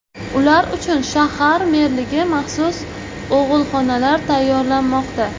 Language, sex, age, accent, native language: Uzbek, female, 18-24, Jizzax, Uzbek